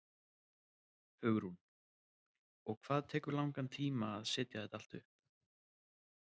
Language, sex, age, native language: Icelandic, male, 30-39, Icelandic